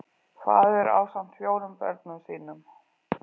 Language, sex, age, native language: Icelandic, female, 40-49, Icelandic